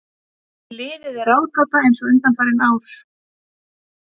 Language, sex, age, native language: Icelandic, female, 30-39, Icelandic